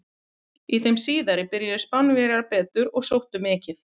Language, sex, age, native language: Icelandic, female, 30-39, Icelandic